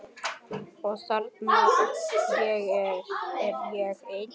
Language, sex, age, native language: Icelandic, male, 10, Icelandic